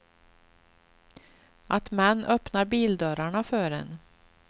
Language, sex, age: Swedish, female, 38